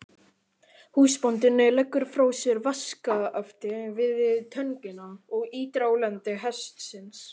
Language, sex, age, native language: Icelandic, male, 18-19, Icelandic